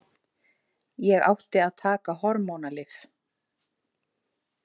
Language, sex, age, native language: Icelandic, female, 30-39, Icelandic